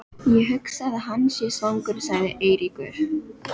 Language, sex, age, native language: Icelandic, female, 12, Filipino